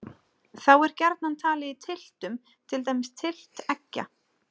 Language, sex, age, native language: Icelandic, female, 30-39, Icelandic